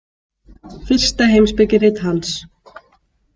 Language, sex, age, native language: Icelandic, female, 18-19, Icelandic